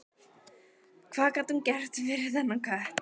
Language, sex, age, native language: Icelandic, female, 15, Icelandic